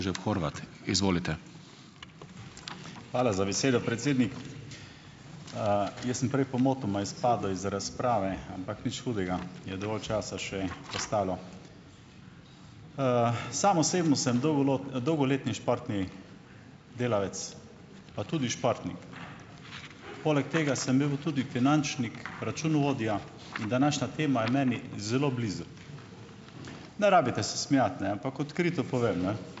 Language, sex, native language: Slovenian, male, Slovenian